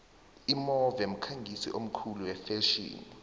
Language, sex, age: South Ndebele, male, 19